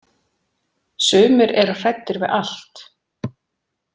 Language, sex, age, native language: Icelandic, female, 40-49, Icelandic